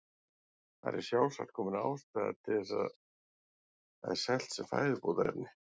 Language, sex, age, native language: Icelandic, male, 40-49, Icelandic